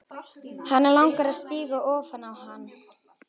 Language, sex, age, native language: Icelandic, female, 12, Icelandic